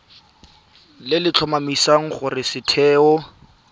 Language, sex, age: Tswana, male, 23